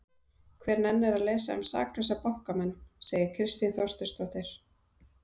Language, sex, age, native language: Icelandic, female, 30-39, Icelandic